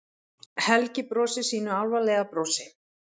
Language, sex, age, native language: Icelandic, female, 30-39, Icelandic